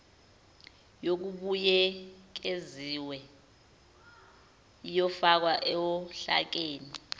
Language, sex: Zulu, female